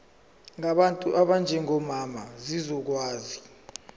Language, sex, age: Zulu, male, 17